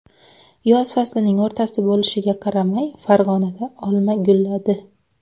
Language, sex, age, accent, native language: Uzbek, female, 19-29, Xorazm, Uzbek